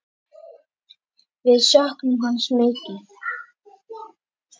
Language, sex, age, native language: Icelandic, male, 10, Icelandic